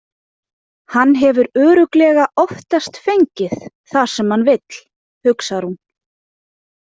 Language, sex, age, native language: Icelandic, female, 20-29, Icelandic